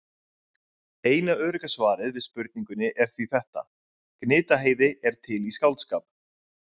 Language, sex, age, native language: Icelandic, male, 30-39, Icelandic